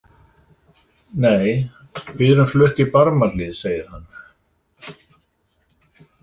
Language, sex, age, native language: Icelandic, male, 60-69, Icelandic